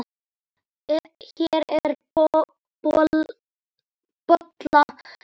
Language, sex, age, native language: Icelandic, male, 10, Icelandic